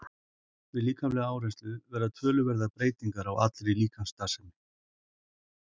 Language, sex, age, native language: Icelandic, male, 40-49, Icelandic